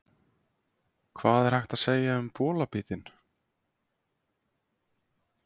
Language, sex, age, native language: Icelandic, male, 20-29, Icelandic